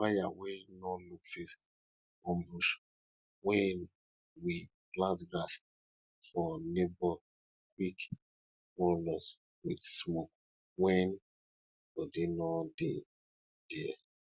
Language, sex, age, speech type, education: Nigerian Pidgin, male, 30-45, spontaneous, tertiary